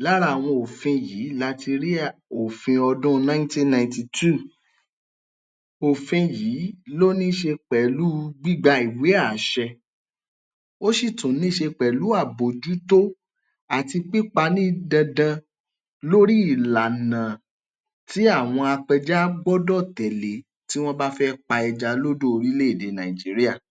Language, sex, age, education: Yoruba, male, 30-45, tertiary